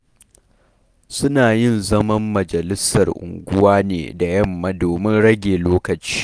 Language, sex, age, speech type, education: Hausa, male, 15-29, read, primary